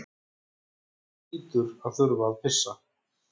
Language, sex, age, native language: Icelandic, female, 14, Icelandic